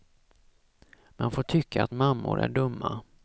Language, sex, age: Swedish, male, 34